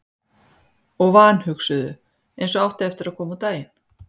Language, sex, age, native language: Icelandic, female, 50-59, Icelandic